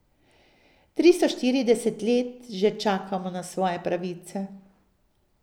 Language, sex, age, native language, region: Slovenian, female, 50-59, Slovenian, Drava region